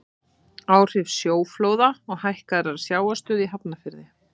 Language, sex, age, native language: Icelandic, female, 30-39, Icelandic